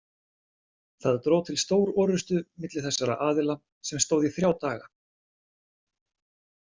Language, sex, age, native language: Icelandic, male, 40-49, Icelandic